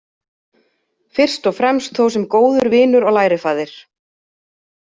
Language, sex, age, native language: Icelandic, female, 30-39, Icelandic